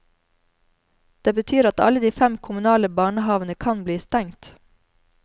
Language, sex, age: Norwegian, female, 34